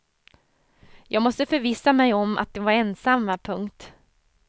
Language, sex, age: Swedish, female, 30